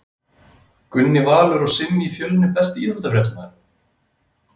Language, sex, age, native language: Icelandic, male, 30-39, Icelandic